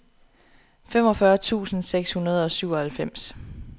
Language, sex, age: Danish, female, 27